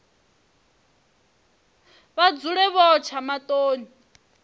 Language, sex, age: Venda, female, 23